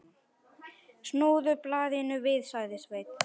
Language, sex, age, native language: Icelandic, male, 9, Icelandic